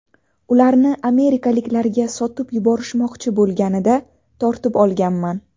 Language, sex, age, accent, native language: Uzbek, female, 19-29, Navoiy, Uzbek